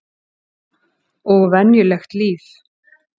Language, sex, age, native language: Icelandic, female, 40-49, Icelandic